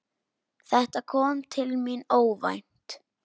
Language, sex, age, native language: Icelandic, female, 10, Icelandic